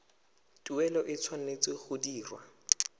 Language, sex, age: Tswana, male, 19